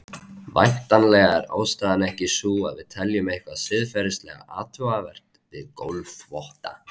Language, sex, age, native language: Icelandic, male, 20-29, Icelandic